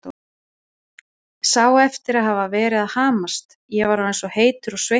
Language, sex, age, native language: Icelandic, female, 40-49, Icelandic